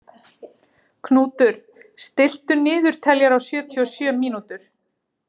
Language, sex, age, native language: Icelandic, female, 40-49, Icelandic